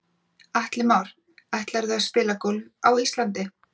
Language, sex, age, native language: Icelandic, female, 40-49, Icelandic